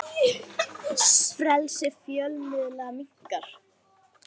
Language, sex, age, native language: Icelandic, female, 60-69, Icelandic